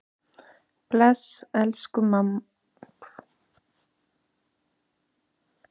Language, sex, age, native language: Icelandic, male, 6, Icelandic